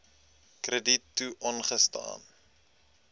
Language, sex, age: Afrikaans, male, 20